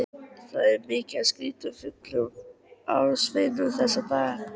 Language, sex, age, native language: Icelandic, female, 13, Icelandic